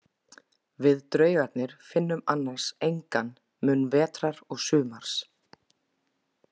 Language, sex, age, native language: Icelandic, female, 20-29, Icelandic